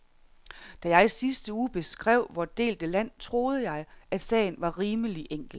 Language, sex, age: Danish, female, 46